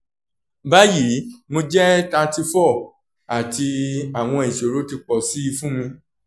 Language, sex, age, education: Yoruba, male, 30-45, tertiary